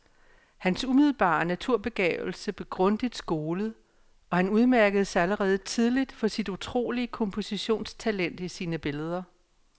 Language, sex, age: Danish, female, 57